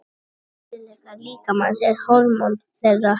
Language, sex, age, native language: Icelandic, male, 60-69, Icelandic